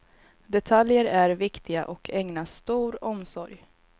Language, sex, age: Swedish, female, 22